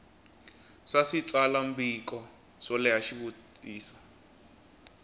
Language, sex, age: Tsonga, male, 20